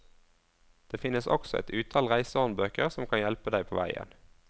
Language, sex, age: Norwegian, male, 22